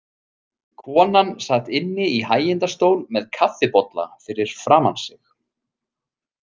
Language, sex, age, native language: Icelandic, male, 30-39, Icelandic